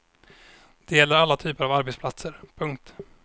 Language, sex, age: Swedish, male, 26